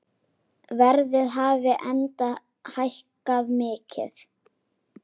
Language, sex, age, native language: Icelandic, female, 10, Icelandic